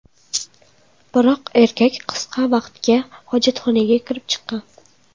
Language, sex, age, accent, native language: Uzbek, female, 12-17, Toshkent shahri, Uzbek